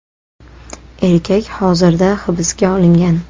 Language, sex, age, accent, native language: Uzbek, female, 18-24, Toshkent shahri, Uzbek